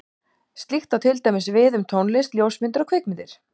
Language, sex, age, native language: Icelandic, female, 18-19, Icelandic